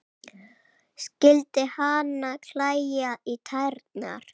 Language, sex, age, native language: Icelandic, female, 8, Icelandic